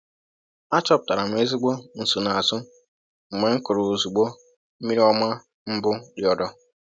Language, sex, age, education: Igbo, male, 15-29, tertiary